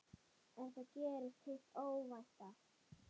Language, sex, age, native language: Icelandic, female, 8, Icelandic